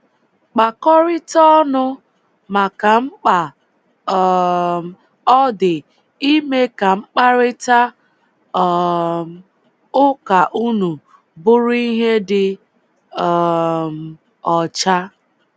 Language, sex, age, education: Igbo, female, 15-29, tertiary